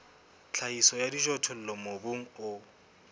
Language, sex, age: Southern Sotho, male, 20